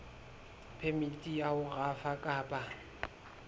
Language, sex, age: Southern Sotho, male, 22